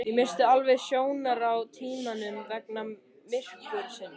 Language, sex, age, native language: Icelandic, male, 13, Icelandic